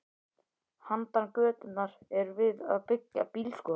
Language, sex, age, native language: Icelandic, male, 11, Icelandic